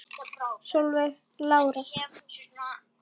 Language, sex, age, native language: Icelandic, female, 10, Icelandic